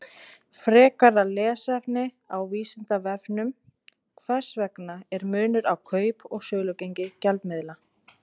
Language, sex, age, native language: Icelandic, female, 20-29, Icelandic